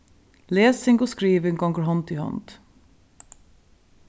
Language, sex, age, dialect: Faroese, female, 36-60, Suðurstreymoy